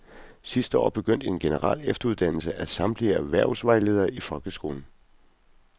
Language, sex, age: Danish, male, 41